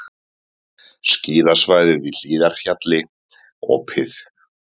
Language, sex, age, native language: Icelandic, male, 30-39, Icelandic